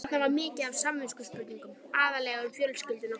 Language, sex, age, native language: Icelandic, female, 12, Icelandic